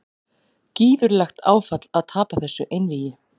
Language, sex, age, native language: Icelandic, female, 40-49, Icelandic